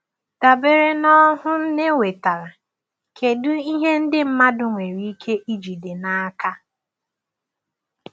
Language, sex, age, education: Igbo, female, 15-29, tertiary